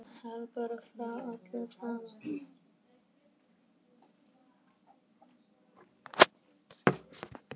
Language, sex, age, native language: Icelandic, male, 10, Icelandic